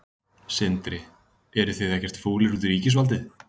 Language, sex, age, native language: Icelandic, male, 20-29, Icelandic